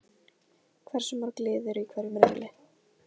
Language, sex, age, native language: Icelandic, female, 15, Icelandic